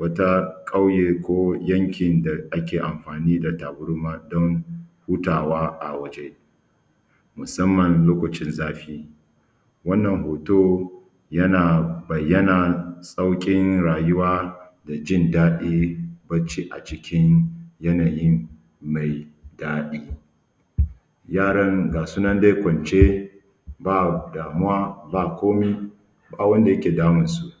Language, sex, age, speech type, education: Hausa, male, 30-45, spontaneous, tertiary